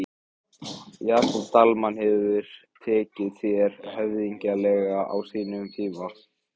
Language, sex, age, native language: Icelandic, male, 15, Icelandic